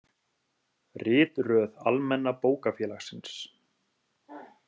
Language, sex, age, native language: Icelandic, male, 30-39, Icelandic